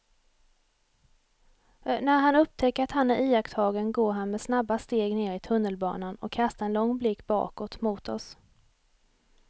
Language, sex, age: Swedish, female, 28